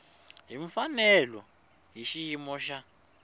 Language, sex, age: Tsonga, male, 21